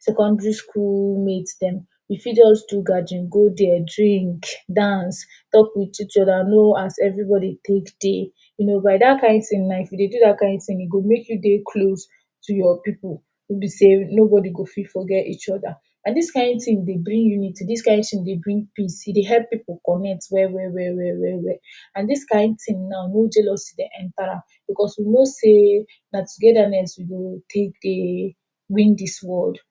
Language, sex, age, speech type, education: Nigerian Pidgin, female, 15-29, spontaneous, tertiary